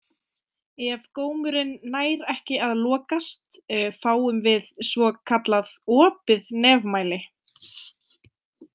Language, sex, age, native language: Icelandic, female, 20-29, Icelandic